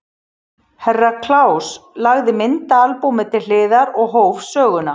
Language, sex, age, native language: Icelandic, female, 40-49, Icelandic